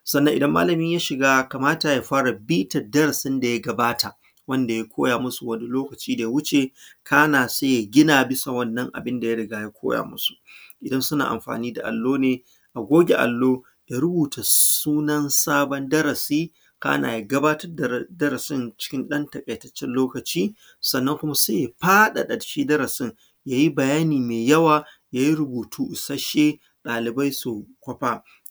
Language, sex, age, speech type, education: Hausa, female, 15-29, spontaneous, secondary